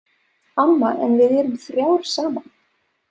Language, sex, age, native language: Icelandic, female, 30-39, Serbo-Croatian